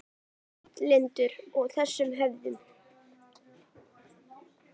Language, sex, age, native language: Icelandic, female, 40-49, Icelandic